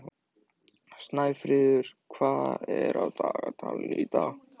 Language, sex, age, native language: Icelandic, male, 14, Icelandic